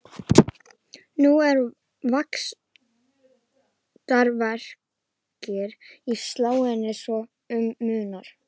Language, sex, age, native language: Icelandic, female, 11, Icelandic